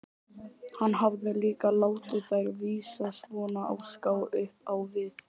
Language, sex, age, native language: Icelandic, male, 18-19, Icelandic